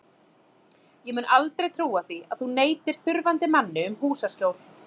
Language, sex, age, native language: Icelandic, female, 30-39, Icelandic